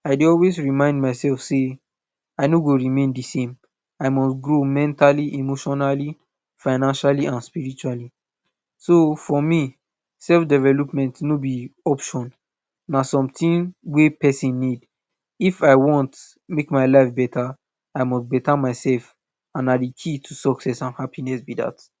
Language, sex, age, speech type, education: Nigerian Pidgin, male, 15-29, spontaneous, tertiary